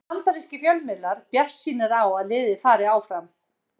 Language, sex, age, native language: Icelandic, female, 60-69, Icelandic